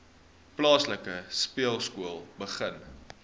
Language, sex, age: Afrikaans, male, 19